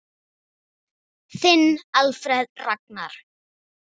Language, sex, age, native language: Icelandic, male, 6, Icelandic